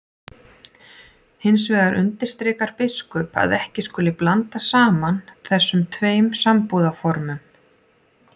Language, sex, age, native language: Icelandic, female, 40-49, Icelandic